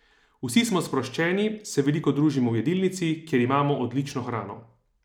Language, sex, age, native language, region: Slovenian, male, 30-49, Slovenian, Savinja region